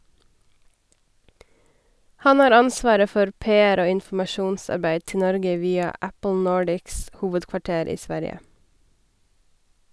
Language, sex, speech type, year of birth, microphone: Norwegian, female, read, 1990, Sennheiser